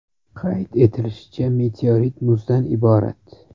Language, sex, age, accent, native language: Uzbek, male, 18-24, Toshkent viloyati, Uzbek